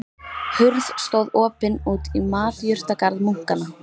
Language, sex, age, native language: Icelandic, female, 13, Icelandic